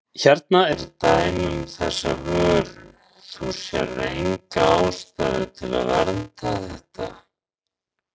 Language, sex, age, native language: Icelandic, male, 40-49, Icelandic